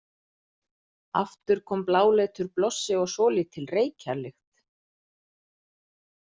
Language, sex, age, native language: Icelandic, female, 40-49, Icelandic